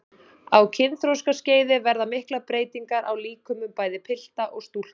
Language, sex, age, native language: Icelandic, female, 30-39, Icelandic